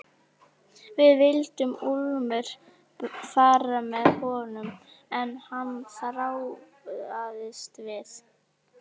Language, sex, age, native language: Icelandic, female, 11, Icelandic